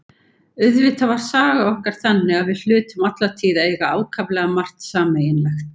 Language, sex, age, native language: Icelandic, female, 50-59, Icelandic